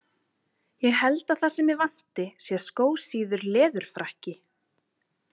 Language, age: Icelandic, 20-29